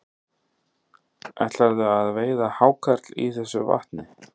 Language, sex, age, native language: Icelandic, male, 30-39, Icelandic